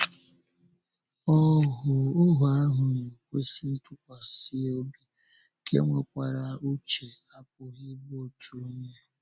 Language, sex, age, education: Igbo, male, 15-29, secondary